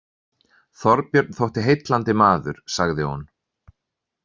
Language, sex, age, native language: Icelandic, male, 30-39, Icelandic